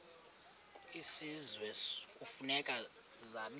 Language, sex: Xhosa, male